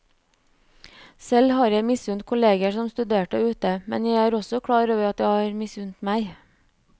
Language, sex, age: Norwegian, female, 29